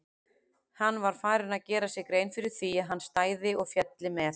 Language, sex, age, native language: Icelandic, female, 40-49, Icelandic